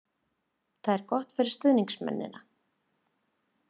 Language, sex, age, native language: Icelandic, female, 30-39, Icelandic